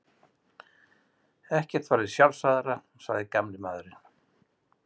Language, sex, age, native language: Icelandic, male, 60-69, Icelandic